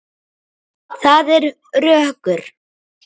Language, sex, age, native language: Icelandic, male, 7, Icelandic